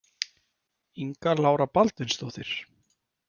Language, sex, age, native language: Icelandic, male, 30-39, Icelandic